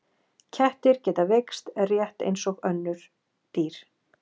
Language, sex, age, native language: Icelandic, female, 40-49, Icelandic